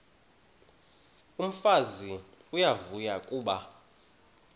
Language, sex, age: Xhosa, male, 31